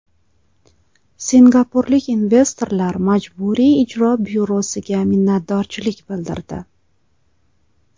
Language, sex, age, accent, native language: Uzbek, female, 35+, Toshkent viloyati, Uzbek